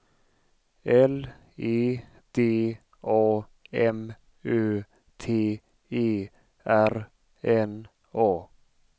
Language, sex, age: Swedish, male, 35